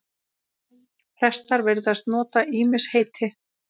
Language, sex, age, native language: Icelandic, female, 10, Icelandic